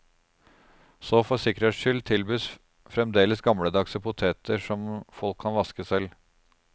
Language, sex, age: Norwegian, male, 36